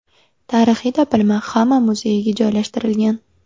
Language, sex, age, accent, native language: Uzbek, female, 18-24, Sirdaryo, Uzbek